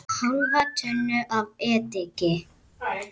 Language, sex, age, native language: Icelandic, male, 9, Icelandic